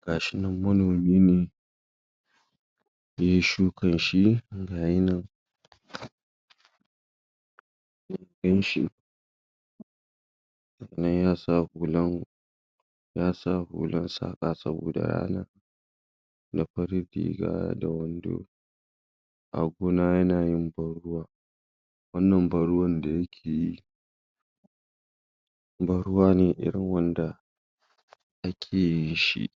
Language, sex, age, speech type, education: Hausa, female, 60+, spontaneous, secondary